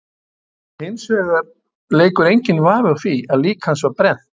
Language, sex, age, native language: Icelandic, male, 70-79, Icelandic